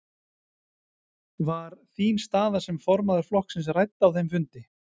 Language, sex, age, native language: Icelandic, male, 40-49, Icelandic